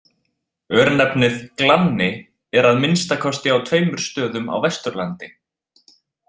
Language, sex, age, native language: Icelandic, male, 20-29, Icelandic